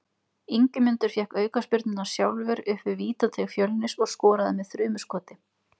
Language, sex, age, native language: Icelandic, female, 20-29, Icelandic